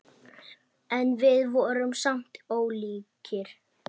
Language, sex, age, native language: Icelandic, male, 8, Icelandic